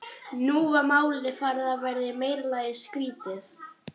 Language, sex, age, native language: Icelandic, female, 12, Icelandic